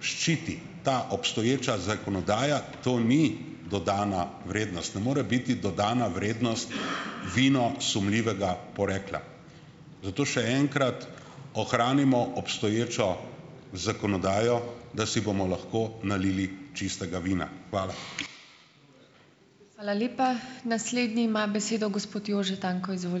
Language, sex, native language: Slovenian, male, Slovenian